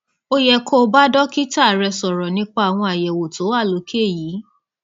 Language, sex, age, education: Yoruba, female, 30-45, tertiary